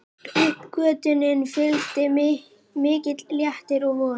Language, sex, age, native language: Icelandic, female, 11, Icelandic